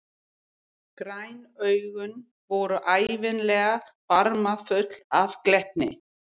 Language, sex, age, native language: Icelandic, female, 50-59, English